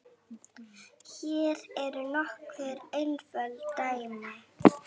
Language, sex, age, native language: Icelandic, female, 9, Icelandic